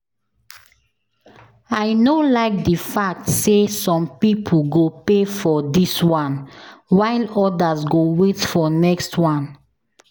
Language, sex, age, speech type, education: Nigerian Pidgin, female, 15-29, spontaneous, tertiary